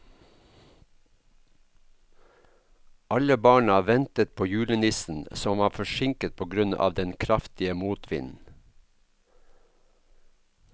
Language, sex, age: Norwegian, male, 54